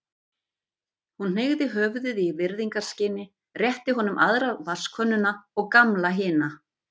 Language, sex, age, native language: Icelandic, female, 50-59, Icelandic